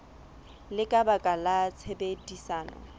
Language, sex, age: Southern Sotho, female, 25